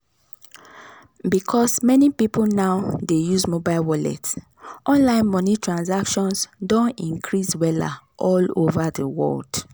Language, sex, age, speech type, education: Nigerian Pidgin, female, 30-45, spontaneous, tertiary